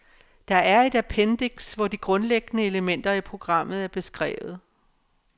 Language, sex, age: Danish, female, 57